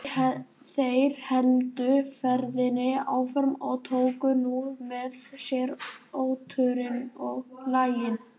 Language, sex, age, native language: Icelandic, male, 18-19, Icelandic